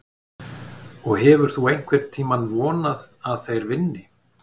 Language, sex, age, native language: Icelandic, male, 50-59, Icelandic